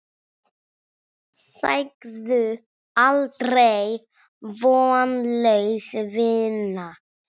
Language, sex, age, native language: Icelandic, male, 6, Icelandic